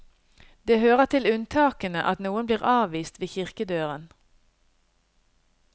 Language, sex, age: Norwegian, female, 50